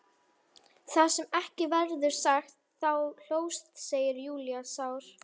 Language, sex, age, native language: Icelandic, female, 11, Icelandic